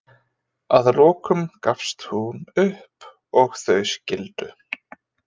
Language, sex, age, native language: Icelandic, male, 20-29, Icelandic